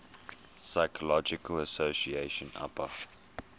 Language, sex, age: English, male, 21